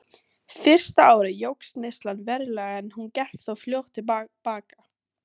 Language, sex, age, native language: Icelandic, female, 18-19, Icelandic